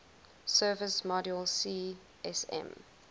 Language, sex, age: English, female, 20